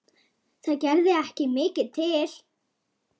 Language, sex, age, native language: Icelandic, female, 9, Icelandic